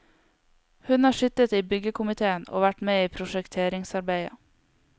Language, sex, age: Norwegian, female, 22